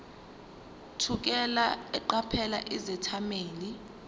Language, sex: Zulu, female